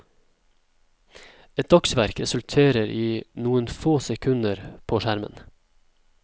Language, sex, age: Norwegian, male, 27